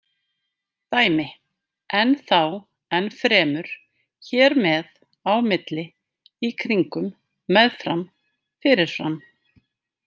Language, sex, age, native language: Icelandic, female, 50-59, Icelandic